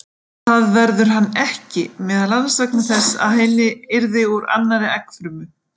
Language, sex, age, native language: Icelandic, female, 50-59, Icelandic